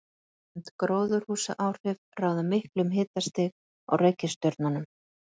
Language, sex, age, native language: Icelandic, female, 50-59, Icelandic